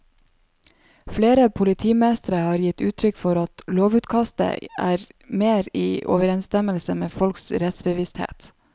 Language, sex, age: Norwegian, female, 27